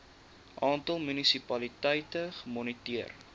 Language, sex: Afrikaans, male